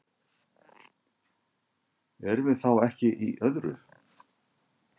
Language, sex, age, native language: Icelandic, male, 50-59, Icelandic